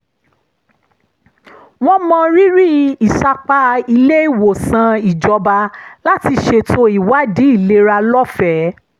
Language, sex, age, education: Yoruba, female, 30-45, tertiary